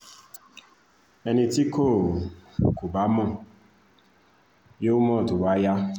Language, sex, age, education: Yoruba, male, 15-29, tertiary